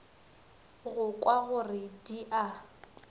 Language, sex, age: Northern Sotho, female, 19